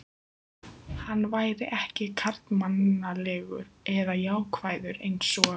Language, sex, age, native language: Icelandic, female, 15, Icelandic